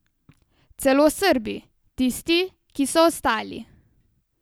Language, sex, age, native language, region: Slovenian, female, 18-29, Slovenian, Savinja region